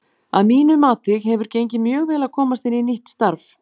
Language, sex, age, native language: Icelandic, female, 40-49, Icelandic